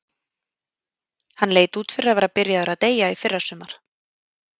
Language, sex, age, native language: Icelandic, female, 30-39, Icelandic